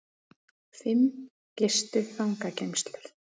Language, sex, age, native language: Icelandic, female, 30-39, Icelandic